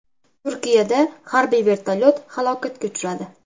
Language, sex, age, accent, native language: Uzbek, female, under 19, Namangan, Uzbek